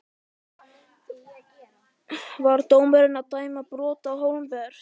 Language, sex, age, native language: Icelandic, male, 11, Icelandic